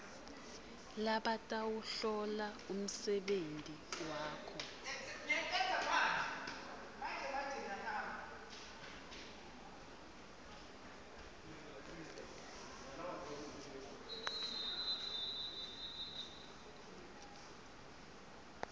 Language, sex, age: Swati, female, 22